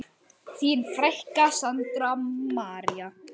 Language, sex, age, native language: Icelandic, male, 9, Icelandic